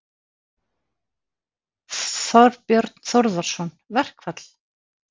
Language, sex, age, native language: Icelandic, female, 50-59, Icelandic